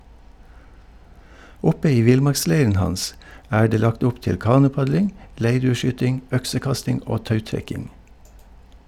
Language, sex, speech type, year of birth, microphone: Norwegian, male, read, 1952, Shure